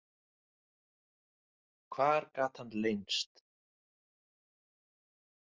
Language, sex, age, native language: Icelandic, male, 30-39, Icelandic